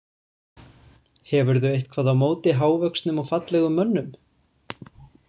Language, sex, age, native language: Icelandic, male, 20-29, Icelandic